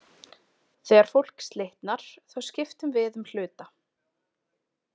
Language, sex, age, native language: Icelandic, female, 20-29, Icelandic